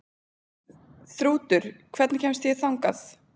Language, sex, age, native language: Icelandic, female, 20-29, Icelandic